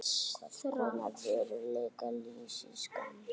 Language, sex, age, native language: Icelandic, female, 40-49, Icelandic